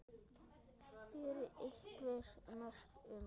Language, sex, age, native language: Icelandic, male, 10, Icelandic